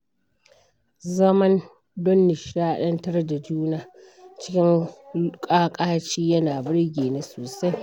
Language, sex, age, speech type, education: Hausa, female, 46-60, read, primary